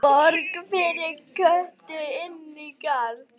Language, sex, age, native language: Icelandic, female, 8, Icelandic